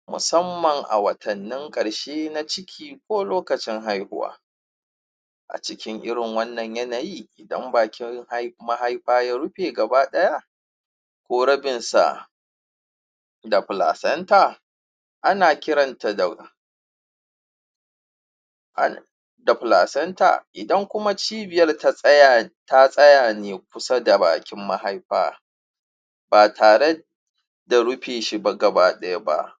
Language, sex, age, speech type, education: Hausa, male, 30-45, spontaneous, tertiary